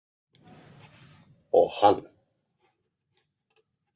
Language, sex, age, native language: Icelandic, male, 30-39, Icelandic